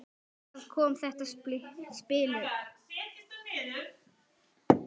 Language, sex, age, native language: Icelandic, female, 9, Icelandic